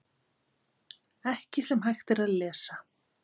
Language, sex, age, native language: Icelandic, female, 50-59, Icelandic